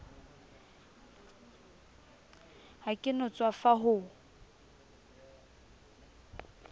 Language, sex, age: Southern Sotho, female, 22